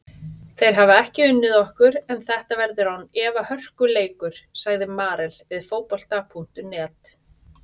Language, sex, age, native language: Icelandic, female, 30-39, Icelandic